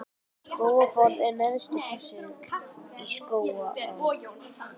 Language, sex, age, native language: Icelandic, female, 11, Icelandic